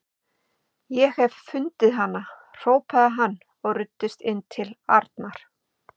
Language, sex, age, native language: Icelandic, female, 50-59, Icelandic